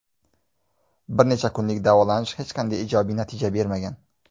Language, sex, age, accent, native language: Uzbek, male, 25-34, Jizzax, Uzbek